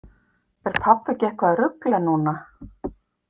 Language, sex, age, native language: Icelandic, female, 50-59, Icelandic